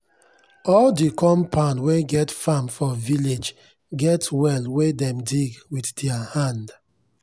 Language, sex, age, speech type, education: Nigerian Pidgin, male, 30-45, spontaneous, tertiary